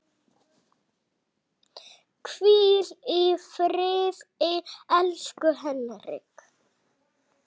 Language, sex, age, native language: Icelandic, female, 6, Icelandic